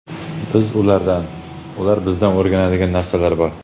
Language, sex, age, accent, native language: Uzbek, male, 18-24, Jizzax, Uzbek